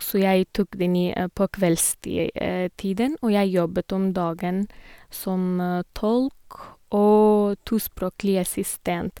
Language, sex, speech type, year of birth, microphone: Norwegian, female, spontaneous, 1988, Sennheiser